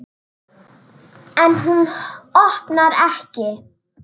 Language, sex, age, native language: Icelandic, female, 8, Icelandic